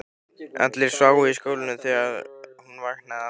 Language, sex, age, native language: Icelandic, male, 15, Icelandic